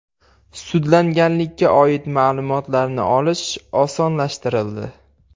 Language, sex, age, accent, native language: Uzbek, male, 18-24, Andijon, Uzbek